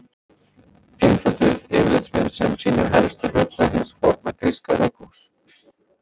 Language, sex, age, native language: Icelandic, male, 30-39, Icelandic